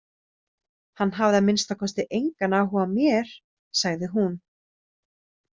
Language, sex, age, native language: Icelandic, female, 30-39, Icelandic